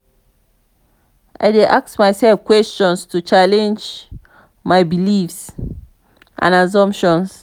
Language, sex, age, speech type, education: Nigerian Pidgin, female, 30-45, spontaneous, tertiary